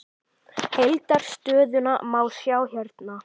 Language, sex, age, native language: Icelandic, male, 10, Icelandic